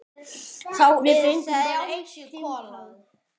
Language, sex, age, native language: Icelandic, male, 10, Icelandic